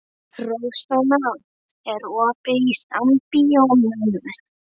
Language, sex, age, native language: Icelandic, female, 11, Icelandic